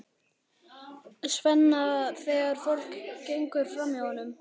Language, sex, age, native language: Icelandic, male, 11, Icelandic